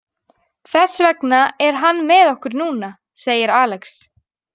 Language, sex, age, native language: Icelandic, female, 18-19, Icelandic